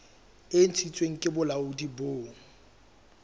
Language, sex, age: Southern Sotho, male, 23